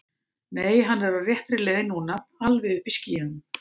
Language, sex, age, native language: Icelandic, female, 50-59, Icelandic